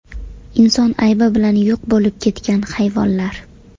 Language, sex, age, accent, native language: Uzbek, female, 18-24, Toshkent shahri, Uzbek